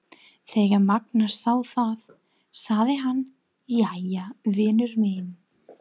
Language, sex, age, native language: Icelandic, female, 30-39, English